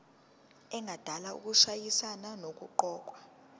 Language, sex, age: Zulu, female, 19